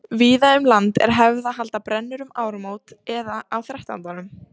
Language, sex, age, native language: Icelandic, female, 30-39, Icelandic